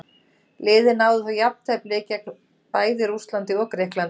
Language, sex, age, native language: Icelandic, female, 30-39, Icelandic